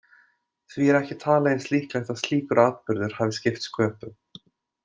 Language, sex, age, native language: Icelandic, male, 20-29, Icelandic